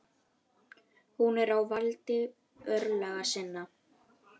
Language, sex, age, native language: Icelandic, female, 11, Icelandic